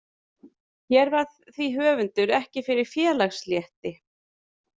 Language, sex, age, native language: Icelandic, female, 30-39, Icelandic